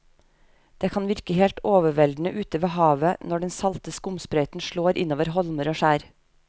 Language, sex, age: Norwegian, female, 30